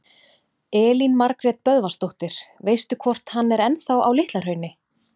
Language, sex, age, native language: Icelandic, female, 30-39, Icelandic